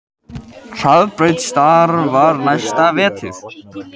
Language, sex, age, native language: Icelandic, male, 18-19, Icelandic